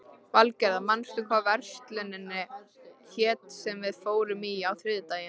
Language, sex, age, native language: Icelandic, female, 13, Icelandic